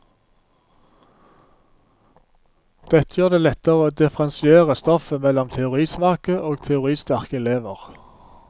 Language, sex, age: Norwegian, male, 47